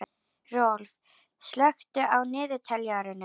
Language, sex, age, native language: Icelandic, female, 11, Icelandic